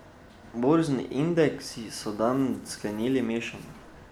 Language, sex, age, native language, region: Slovenian, male, 12-17, Slovenian, Drava region